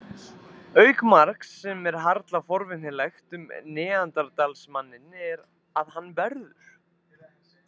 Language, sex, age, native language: Icelandic, male, 20-29, Icelandic